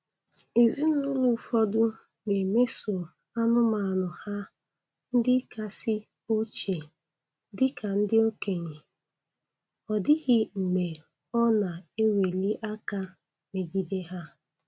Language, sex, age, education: Igbo, female, 15-29, tertiary